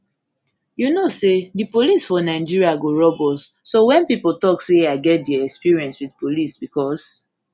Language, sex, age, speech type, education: Nigerian Pidgin, female, 15-29, spontaneous, tertiary